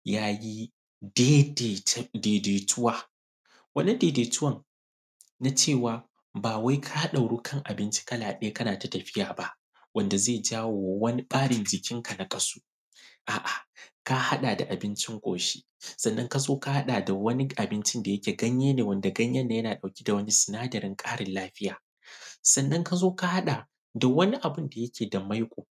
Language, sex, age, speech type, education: Hausa, male, 15-29, spontaneous, secondary